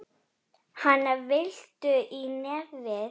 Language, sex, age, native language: Icelandic, female, 10, Icelandic